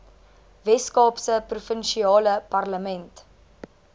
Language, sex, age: Afrikaans, female, 19